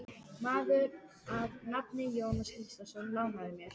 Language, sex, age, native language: Icelandic, female, 12, Icelandic